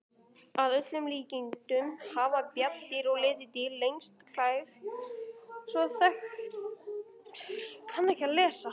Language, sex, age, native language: Icelandic, female, 18-19, Icelandic